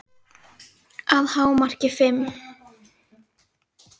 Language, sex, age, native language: Icelandic, female, 10, Icelandic